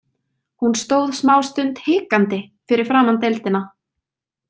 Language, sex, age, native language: Icelandic, female, 20-29, Icelandic